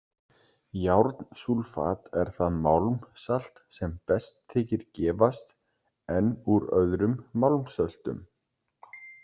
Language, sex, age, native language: Icelandic, male, 30-39, Icelandic